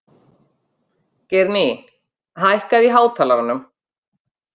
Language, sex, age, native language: Icelandic, female, 50-59, Icelandic